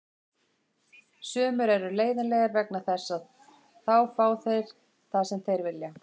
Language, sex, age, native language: Icelandic, female, 20-29, Icelandic